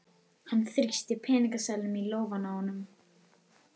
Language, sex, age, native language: Icelandic, female, 11, Icelandic